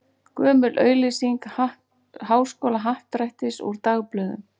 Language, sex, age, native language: Icelandic, female, 40-49, Icelandic